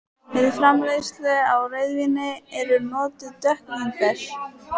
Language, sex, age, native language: Icelandic, female, 18-19, Icelandic